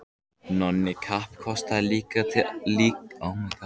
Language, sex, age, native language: Icelandic, male, 14, Icelandic